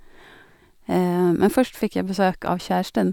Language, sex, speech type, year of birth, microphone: Norwegian, female, spontaneous, 1982, Sennheiser